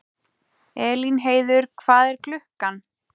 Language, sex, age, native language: Icelandic, female, 20-29, Icelandic